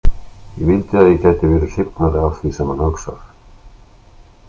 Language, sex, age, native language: Icelandic, male, 60-69, Icelandic